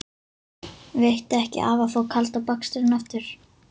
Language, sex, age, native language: Icelandic, female, 11, Icelandic